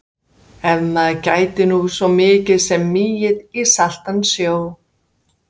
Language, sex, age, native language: Icelandic, female, 50-59, Icelandic